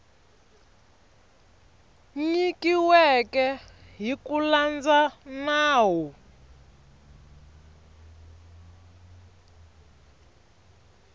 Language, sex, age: Tsonga, female, 25